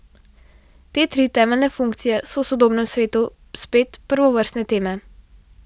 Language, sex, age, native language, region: Slovenian, female, 12-17, Slovenian, Central Slovenia